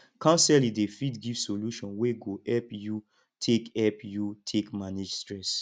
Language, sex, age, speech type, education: Nigerian Pidgin, male, 15-29, spontaneous, tertiary